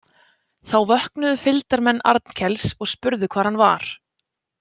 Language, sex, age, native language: Icelandic, female, 20-29, Icelandic